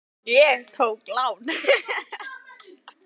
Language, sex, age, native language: Icelandic, female, 20-29, Icelandic